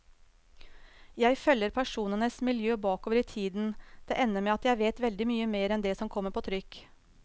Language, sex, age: Norwegian, female, 35